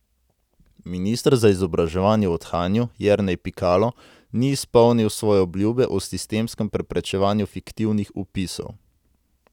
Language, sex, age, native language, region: Slovenian, male, 18-29, Slovenian, Central Slovenia